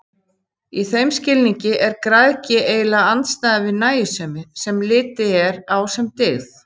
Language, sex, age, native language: Icelandic, female, 50-59, Icelandic